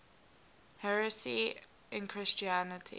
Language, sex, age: English, female, 19